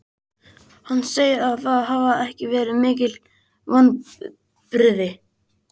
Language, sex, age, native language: Icelandic, male, 20-29, Icelandic